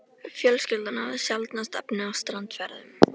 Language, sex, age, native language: Icelandic, female, 13, Icelandic